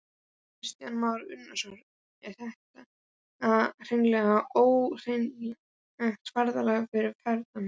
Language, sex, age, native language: Icelandic, male, 12, Icelandic